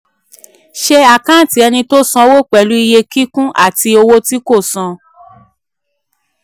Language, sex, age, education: Yoruba, female, 15-29, tertiary